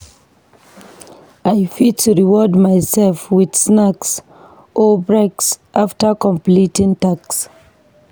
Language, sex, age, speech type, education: Nigerian Pidgin, female, 15-29, read, tertiary